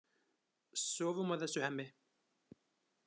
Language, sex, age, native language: Icelandic, male, 20-29, Icelandic